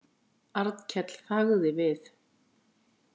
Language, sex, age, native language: Icelandic, female, 50-59, Icelandic